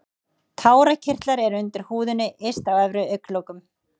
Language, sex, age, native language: Icelandic, female, 30-39, Icelandic